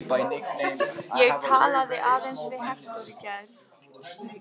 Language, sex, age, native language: Icelandic, female, 18-19, Icelandic